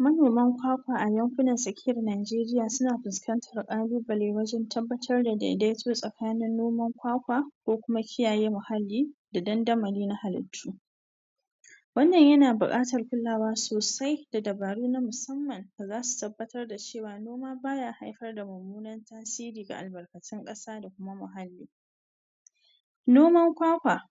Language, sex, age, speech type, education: Hausa, female, 46-60, spontaneous, tertiary